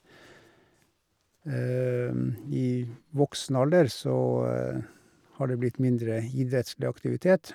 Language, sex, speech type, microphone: Norwegian, male, spontaneous, Shure